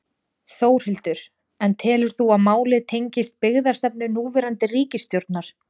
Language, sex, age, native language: Icelandic, female, 20-29, Icelandic